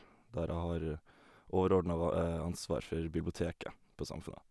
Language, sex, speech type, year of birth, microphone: Norwegian, male, spontaneous, 1991, Sennheiser